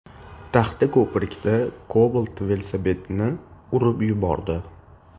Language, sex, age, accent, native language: Uzbek, male, 18-24, Toshkent shahri, Uzbek